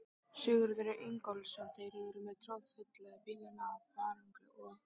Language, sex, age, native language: Icelandic, female, 13, Icelandic